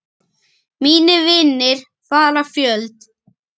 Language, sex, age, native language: Icelandic, male, 9, Icelandic